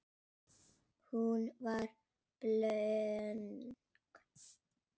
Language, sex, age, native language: Icelandic, male, 6, Icelandic